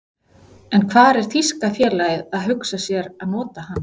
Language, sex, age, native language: Icelandic, female, 40-49, Icelandic